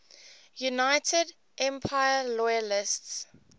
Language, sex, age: English, female, 18